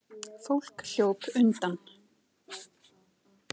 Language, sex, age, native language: Icelandic, female, 40-49, Icelandic